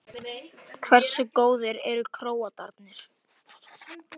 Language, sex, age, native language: Icelandic, male, 12, Icelandic